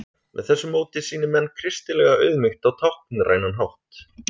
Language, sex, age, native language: Icelandic, male, 30-39, Icelandic